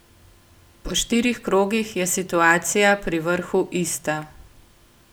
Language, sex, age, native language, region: Slovenian, female, 18-29, Slovenian, Gorenjska region